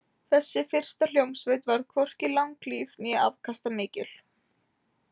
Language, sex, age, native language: Icelandic, female, 18-19, Icelandic